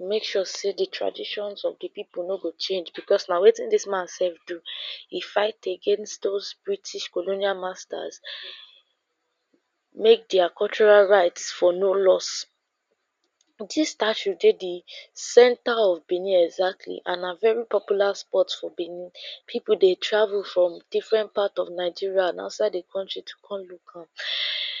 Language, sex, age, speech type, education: Nigerian Pidgin, female, 15-29, spontaneous, secondary